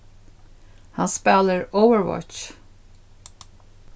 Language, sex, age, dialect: Faroese, female, 61+, Suðurstreymoy